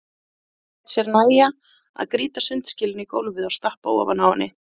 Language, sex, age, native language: Icelandic, female, 30-39, Icelandic